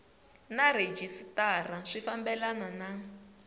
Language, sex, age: Tsonga, female, 20